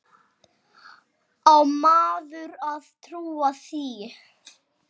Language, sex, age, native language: Icelandic, male, 6, Icelandic